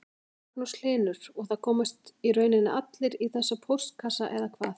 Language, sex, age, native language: Icelandic, female, 40-49, Icelandic